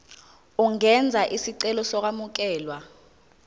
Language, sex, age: Zulu, female, 19